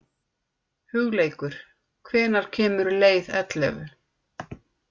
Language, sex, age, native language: Icelandic, female, 50-59, Icelandic